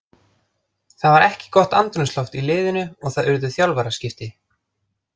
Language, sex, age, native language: Icelandic, other, 30-39, Icelandic